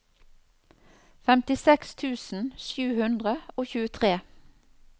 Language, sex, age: Norwegian, female, 54